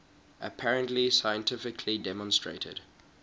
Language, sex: English, male